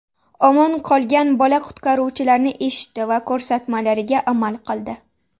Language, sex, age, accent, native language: Uzbek, female, 19-29, Namangan, Uzbek